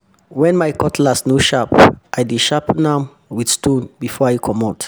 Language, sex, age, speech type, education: Nigerian Pidgin, male, 30-45, spontaneous, tertiary